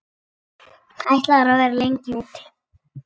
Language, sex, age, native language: Icelandic, female, 6, Icelandic